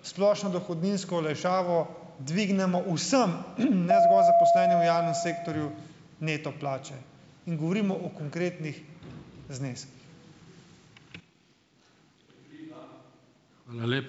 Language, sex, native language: Slovenian, male, Slovenian